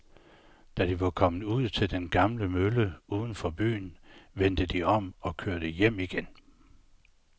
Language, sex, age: Danish, male, 69